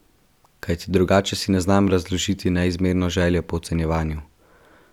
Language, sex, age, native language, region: Slovenian, male, 12-17, Slovenian, Central Slovenia